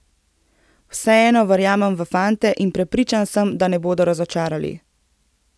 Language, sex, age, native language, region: Slovenian, female, 18-29, Slovenian, Central Slovenia